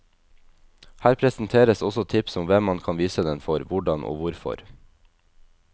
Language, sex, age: Norwegian, male, 22